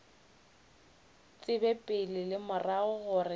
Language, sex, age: Northern Sotho, female, 29